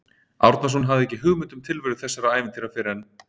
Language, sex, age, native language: Icelandic, male, 30-39, Icelandic